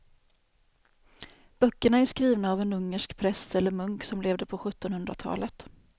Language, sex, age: Swedish, female, 28